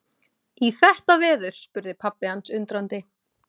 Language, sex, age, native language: Icelandic, female, 20-29, Icelandic